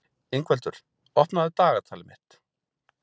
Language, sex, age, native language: Icelandic, male, 40-49, Icelandic